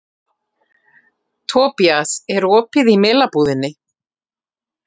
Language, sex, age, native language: Icelandic, female, 40-49, Icelandic